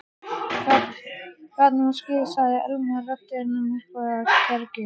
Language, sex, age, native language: Icelandic, male, 15, Icelandic